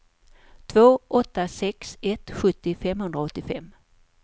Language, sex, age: Swedish, female, 54